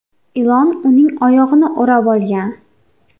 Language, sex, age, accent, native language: Uzbek, female, 18-24, Xorazm, Uzbek